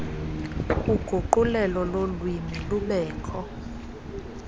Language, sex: Xhosa, female